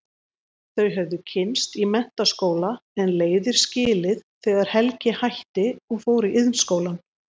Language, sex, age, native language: Icelandic, female, 30-39, Icelandic